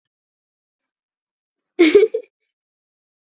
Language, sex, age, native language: Icelandic, male, 40-49, Icelandic